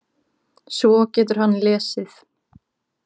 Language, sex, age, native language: Icelandic, female, 18-19, Icelandic